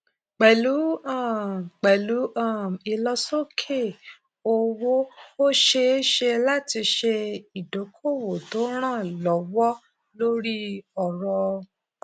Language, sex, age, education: Yoruba, female, 30-45, tertiary